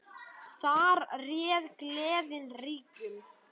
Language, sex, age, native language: Icelandic, male, 10, Icelandic